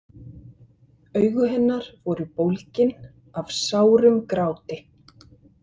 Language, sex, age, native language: Icelandic, male, 50-59, Icelandic